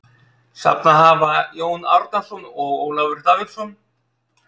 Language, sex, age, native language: Icelandic, male, 30-39, Icelandic